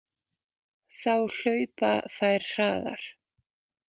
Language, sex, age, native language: Icelandic, female, 20-29, Icelandic